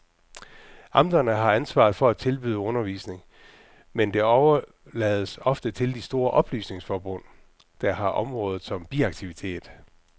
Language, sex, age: Danish, male, 44